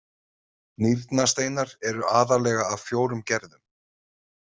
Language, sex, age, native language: Icelandic, male, 30-39, Icelandic